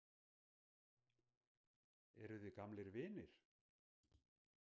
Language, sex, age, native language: Icelandic, male, 60-69, Icelandic